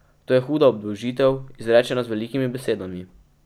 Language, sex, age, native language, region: Slovenian, male, 12-17, Slovenian, Pomurje region